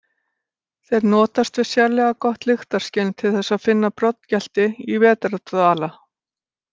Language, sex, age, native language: Icelandic, female, 60-69, Icelandic